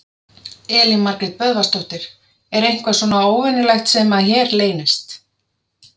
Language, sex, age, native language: Icelandic, female, 30-39, Icelandic